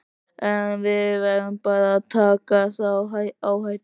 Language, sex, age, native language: Icelandic, male, 13, Icelandic